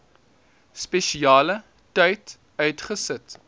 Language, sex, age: Afrikaans, male, 19